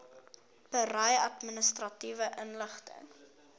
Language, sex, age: Afrikaans, female, 21